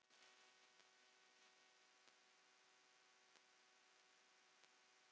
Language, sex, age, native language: Icelandic, female, 9, Icelandic